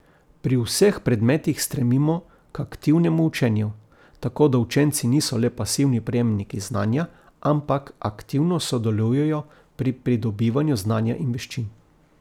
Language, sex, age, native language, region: Slovenian, male, 50-59, Slovenian, Coastal Karst region